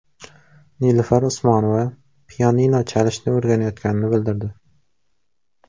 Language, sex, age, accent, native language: Uzbek, male, 18-24, Surxondaryo, Uzbek